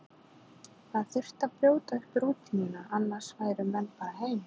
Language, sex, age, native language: Icelandic, female, 40-49, Icelandic